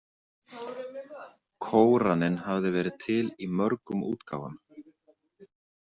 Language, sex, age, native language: Icelandic, male, 40-49, Icelandic